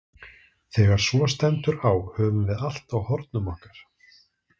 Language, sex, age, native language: Icelandic, male, 30-39, Icelandic